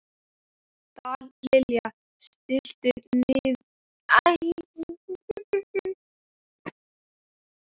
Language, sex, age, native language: Icelandic, male, 12, Icelandic